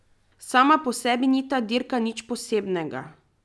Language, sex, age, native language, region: Slovenian, female, 30-49, Slovenian, Drava region